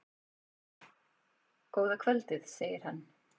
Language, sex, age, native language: Icelandic, female, 40-49, Icelandic